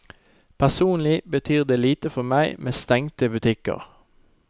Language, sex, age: Norwegian, male, 29